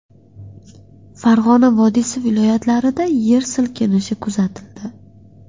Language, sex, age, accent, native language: Uzbek, female, 18-24, Qashqadaryo, Uzbek